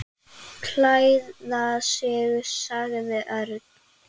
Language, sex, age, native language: Icelandic, female, 8, Icelandic